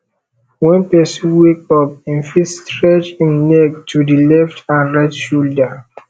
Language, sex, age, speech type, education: Nigerian Pidgin, male, 15-29, spontaneous, tertiary